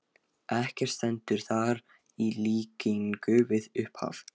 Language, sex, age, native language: Icelandic, male, 13, Lithuanian